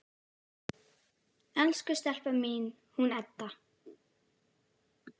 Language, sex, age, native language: Icelandic, female, 10, Icelandic